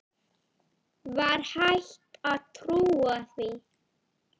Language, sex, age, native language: Icelandic, female, 9, Icelandic